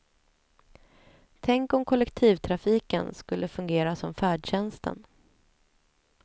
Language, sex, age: Swedish, female, 28